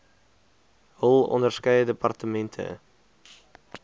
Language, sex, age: Afrikaans, male, 20